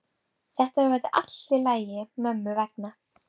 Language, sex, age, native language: Icelandic, female, 12, Icelandic